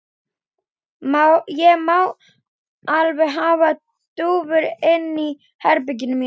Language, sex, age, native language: Icelandic, female, 12, Icelandic